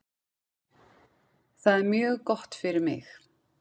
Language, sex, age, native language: Icelandic, female, 40-49, Icelandic